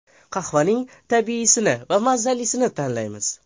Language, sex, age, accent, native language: Uzbek, male, 12-17, Farg'ona, Uzbek